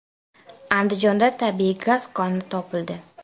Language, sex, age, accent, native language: Uzbek, female, 25-34, Toshkent shahri, Uzbek